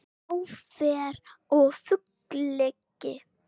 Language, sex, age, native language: Icelandic, female, 8, Icelandic